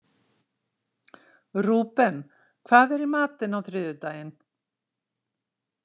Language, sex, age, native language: Icelandic, female, 60-69, Icelandic